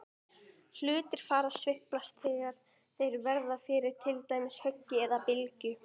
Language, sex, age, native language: Icelandic, female, 18-19, Icelandic